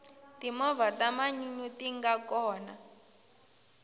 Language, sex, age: Tsonga, female, 18